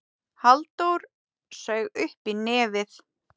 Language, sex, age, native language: Icelandic, female, 10, Icelandic